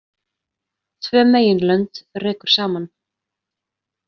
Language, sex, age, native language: Icelandic, female, 30-39, Icelandic